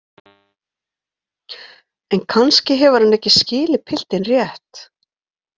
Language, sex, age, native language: Icelandic, female, 40-49, Icelandic